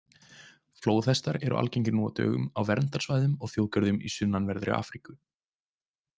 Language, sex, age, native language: Icelandic, male, 20-29, Icelandic